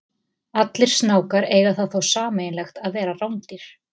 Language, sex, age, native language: Icelandic, female, 30-39, Icelandic